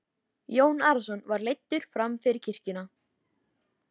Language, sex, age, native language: Icelandic, female, 13, Icelandic